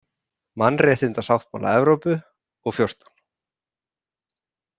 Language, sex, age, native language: Icelandic, male, 30-39, Icelandic